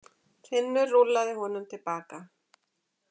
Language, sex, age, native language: Icelandic, female, 40-49, Icelandic